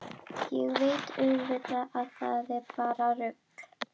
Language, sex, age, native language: Icelandic, female, 12, Icelandic